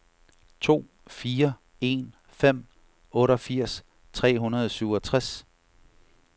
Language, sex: Danish, male